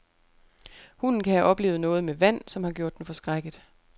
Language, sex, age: Danish, female, 28